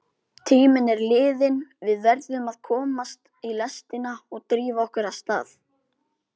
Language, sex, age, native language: Icelandic, male, 18-19, Icelandic